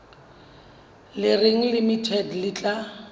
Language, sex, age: Southern Sotho, female, 35